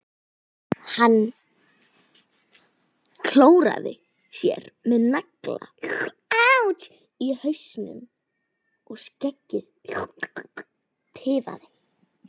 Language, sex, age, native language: Icelandic, female, 11, Icelandic